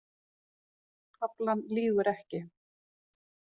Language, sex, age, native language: Icelandic, female, 40-49, Icelandic